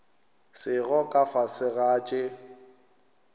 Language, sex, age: Northern Sotho, male, 21